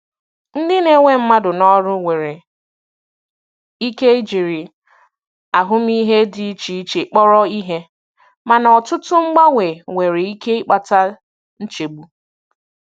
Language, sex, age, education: Igbo, female, 15-29, tertiary